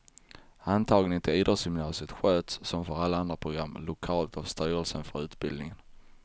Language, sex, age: Swedish, male, 23